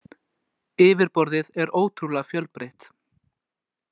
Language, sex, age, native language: Icelandic, male, 20-29, Icelandic